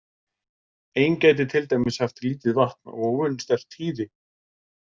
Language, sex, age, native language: Icelandic, male, 40-49, Icelandic